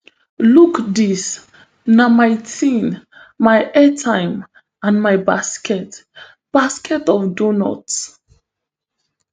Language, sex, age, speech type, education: Nigerian Pidgin, female, 15-29, spontaneous, tertiary